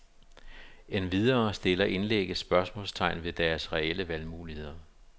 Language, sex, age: Danish, male, 52